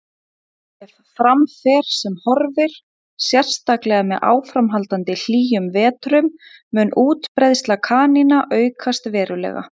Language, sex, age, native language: Icelandic, female, 30-39, Icelandic